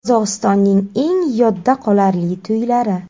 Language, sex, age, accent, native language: Uzbek, female, 30-39, Navoiy, Uzbek